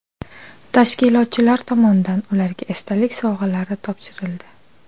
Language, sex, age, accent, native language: Uzbek, female, 25-34, Navoiy, Uzbek